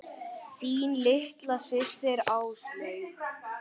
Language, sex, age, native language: Icelandic, male, 8, Icelandic